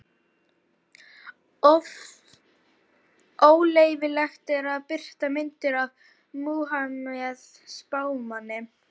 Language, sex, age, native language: Icelandic, female, 40-49, Icelandic